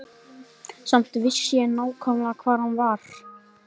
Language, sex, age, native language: Icelandic, male, 12, Icelandic